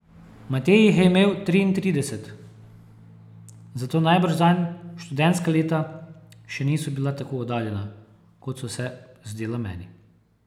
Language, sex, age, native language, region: Slovenian, male, 30-49, Slovenian, Posavska region